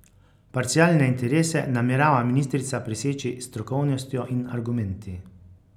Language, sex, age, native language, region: Slovenian, male, 50-59, Slovenian, Carinthia region